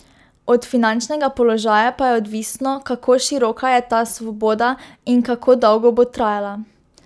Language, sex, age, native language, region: Slovenian, female, 12-17, Slovenian, Drava region